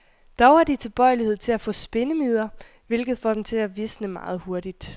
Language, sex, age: Danish, female, 21